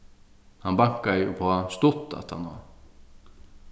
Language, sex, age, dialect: Faroese, male, 36-60, Sandoy